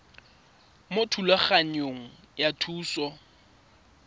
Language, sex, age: Tswana, male, 24